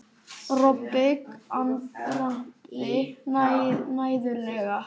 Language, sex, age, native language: Icelandic, male, 18-19, Icelandic